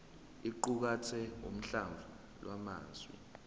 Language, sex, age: Zulu, male, 21